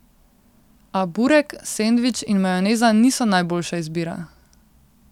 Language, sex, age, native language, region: Slovenian, female, 18-29, Slovenian, Central Slovenia